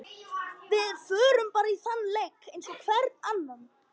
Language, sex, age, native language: Icelandic, female, 50-59, Icelandic